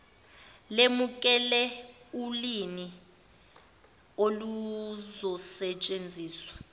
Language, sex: Zulu, female